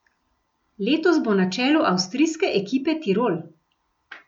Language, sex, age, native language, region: Slovenian, female, 50-59, Slovenian, Gorenjska region